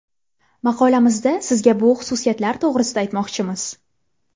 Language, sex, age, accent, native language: Uzbek, female, under 19, Toshkent viloyati, Uzbek